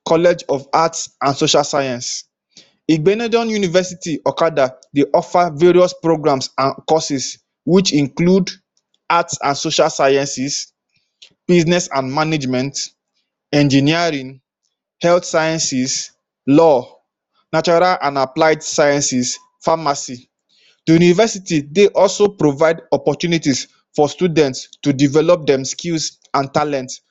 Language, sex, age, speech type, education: Nigerian Pidgin, male, 15-29, spontaneous, tertiary